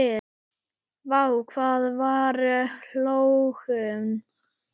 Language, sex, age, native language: Icelandic, male, 8, Icelandic